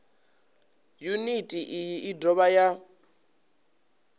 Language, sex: Venda, male